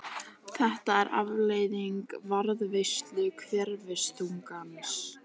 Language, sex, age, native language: Icelandic, female, 18-19, Icelandic